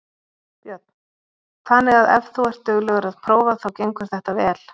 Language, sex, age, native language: Icelandic, female, 30-39, Icelandic